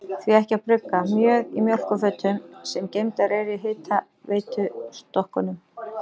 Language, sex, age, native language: Icelandic, female, 40-49, Icelandic